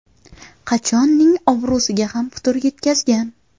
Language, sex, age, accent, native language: Uzbek, female, 18-24, Qashqadaryo, Uzbek